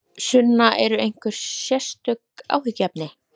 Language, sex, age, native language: Icelandic, female, 18-19, Icelandic